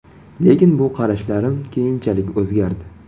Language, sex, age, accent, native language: Uzbek, male, 18-24, Toshkent viloyati, Uzbek